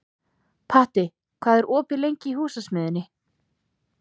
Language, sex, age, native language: Icelandic, female, 30-39, Icelandic